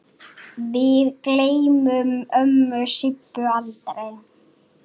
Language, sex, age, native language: Icelandic, female, 9, Icelandic